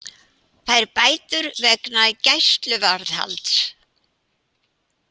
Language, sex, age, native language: Icelandic, female, 80-89, Icelandic